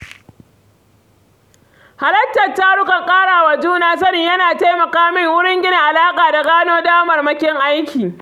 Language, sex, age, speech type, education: Hausa, female, 46-60, read, secondary